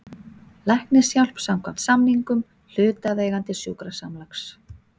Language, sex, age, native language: Icelandic, female, 40-49, Icelandic